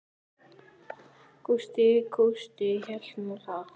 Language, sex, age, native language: Icelandic, male, 9, Icelandic